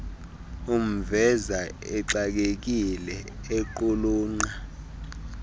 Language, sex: Xhosa, male